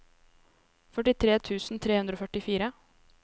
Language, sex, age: Norwegian, female, 23